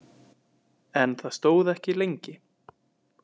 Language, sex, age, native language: Icelandic, male, 20-29, Icelandic